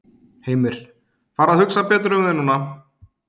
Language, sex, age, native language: Icelandic, male, 30-39, Icelandic